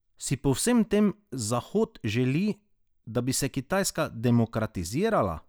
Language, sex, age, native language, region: Slovenian, male, 30-49, Slovenian, Drava region